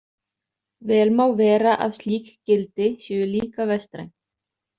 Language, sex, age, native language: Icelandic, other, 30-39, Icelandic